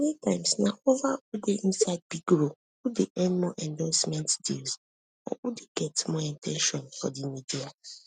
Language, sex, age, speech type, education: Nigerian Pidgin, female, 15-29, spontaneous, tertiary